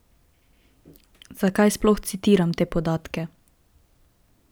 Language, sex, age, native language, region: Slovenian, female, 18-29, Slovenian, Drava region